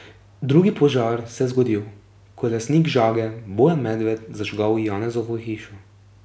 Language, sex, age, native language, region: Slovenian, male, 18-29, Slovenian, Drava region